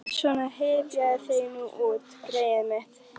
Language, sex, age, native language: Icelandic, female, 11, Icelandic